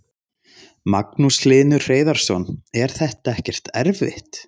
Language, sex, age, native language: Icelandic, male, 30-39, Icelandic